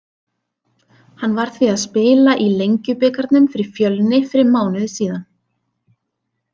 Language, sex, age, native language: Icelandic, female, 30-39, Icelandic